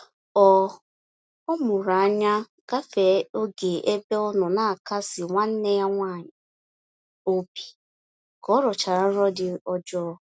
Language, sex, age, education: Igbo, female, 15-29, tertiary